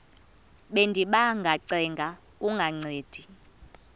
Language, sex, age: Xhosa, female, 24